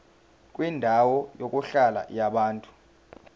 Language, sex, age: Zulu, male, 19